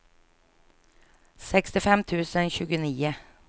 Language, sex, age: Swedish, female, 49